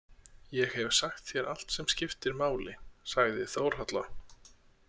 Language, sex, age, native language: Icelandic, male, 30-39, Icelandic